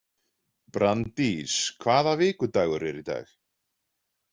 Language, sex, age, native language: Icelandic, male, 40-49, Icelandic